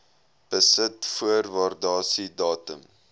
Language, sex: Afrikaans, male